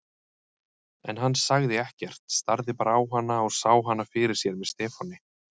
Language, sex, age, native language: Icelandic, male, 30-39, Icelandic